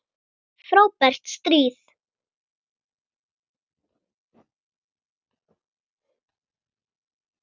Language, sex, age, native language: Icelandic, female, 8, Icelandic